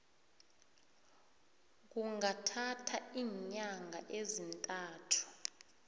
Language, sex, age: South Ndebele, female, 21